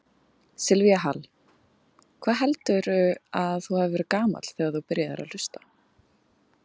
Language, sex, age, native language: Icelandic, female, 20-29, Icelandic